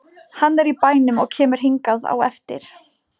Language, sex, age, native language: Icelandic, female, 18-19, Polish